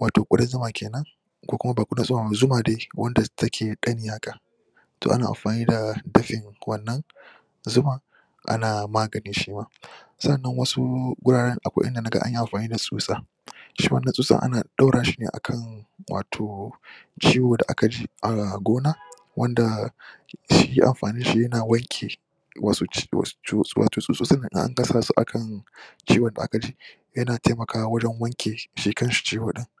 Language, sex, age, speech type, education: Hausa, male, 15-29, spontaneous, tertiary